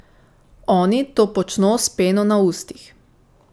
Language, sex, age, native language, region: Slovenian, female, 18-29, Slovenian, Savinja region